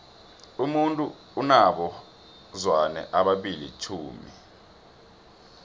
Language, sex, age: South Ndebele, male, 26